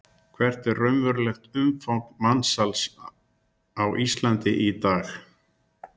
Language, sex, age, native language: Icelandic, male, 60-69, Icelandic